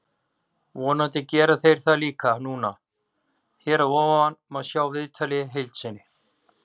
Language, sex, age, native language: Icelandic, male, 40-49, Icelandic